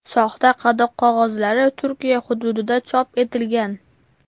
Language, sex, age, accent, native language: Uzbek, male, 12-17, Farg'ona, Uzbek